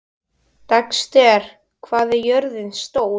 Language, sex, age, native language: Icelandic, male, 12, Icelandic